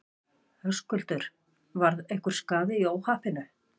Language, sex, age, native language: Icelandic, female, 50-59, Icelandic